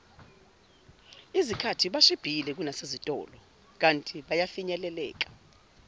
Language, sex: Zulu, female